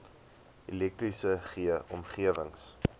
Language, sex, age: Afrikaans, male, 20